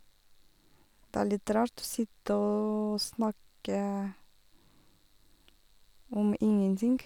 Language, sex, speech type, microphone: Norwegian, female, spontaneous, Sennheiser